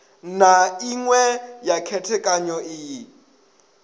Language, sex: Venda, male